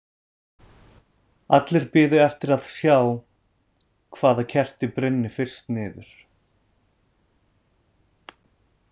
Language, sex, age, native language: Icelandic, male, 30-39, Icelandic